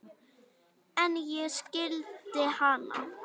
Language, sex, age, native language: Icelandic, female, 9, Icelandic